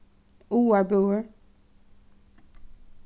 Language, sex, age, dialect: Faroese, female, 15-35, Suðuroy